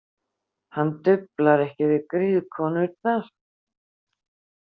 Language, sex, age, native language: Icelandic, female, 50-59, Icelandic